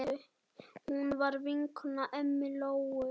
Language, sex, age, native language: Icelandic, male, 7, Icelandic